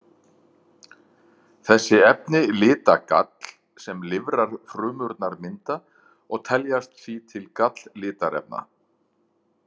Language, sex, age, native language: Icelandic, male, 50-59, Icelandic